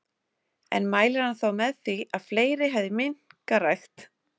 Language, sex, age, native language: Icelandic, female, 30-39, Icelandic